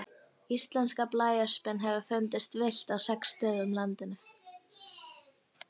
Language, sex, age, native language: Icelandic, female, 18-19, Icelandic